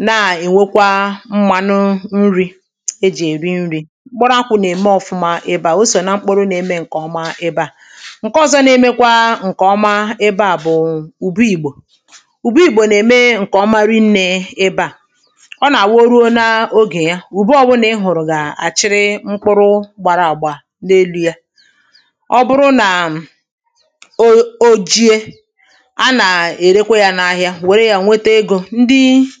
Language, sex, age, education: Igbo, female, 15-29, tertiary